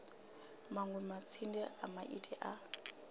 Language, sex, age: Venda, female, 26